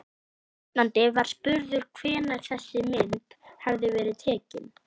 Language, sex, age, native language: Icelandic, female, 11, Icelandic